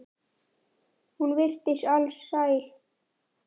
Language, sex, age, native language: Icelandic, male, 9, Icelandic